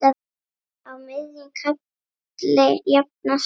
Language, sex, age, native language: Icelandic, female, 8, Icelandic